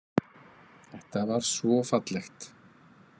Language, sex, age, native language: Icelandic, male, 50-59, Icelandic